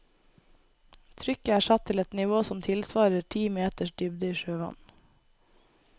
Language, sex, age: Norwegian, female, 24